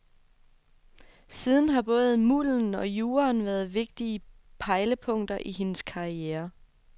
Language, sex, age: Danish, female, 24